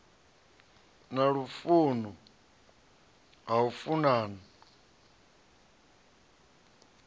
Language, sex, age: Venda, male, 37